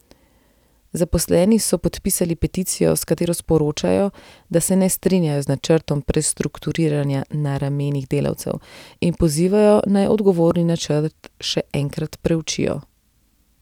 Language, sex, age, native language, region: Slovenian, female, 30-49, Slovenian, Central Slovenia